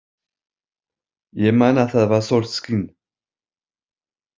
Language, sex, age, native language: Icelandic, male, 50-59, French